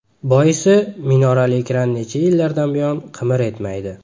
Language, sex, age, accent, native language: Uzbek, male, 19-29, Farg'ona, Uzbek